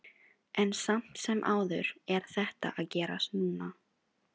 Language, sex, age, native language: Icelandic, female, 16, Filipino